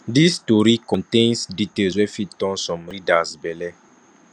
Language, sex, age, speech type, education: Nigerian Pidgin, male, 15-29, spontaneous, tertiary